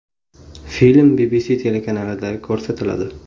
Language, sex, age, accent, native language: Uzbek, male, 18-24, Toshkent viloyati, Uzbek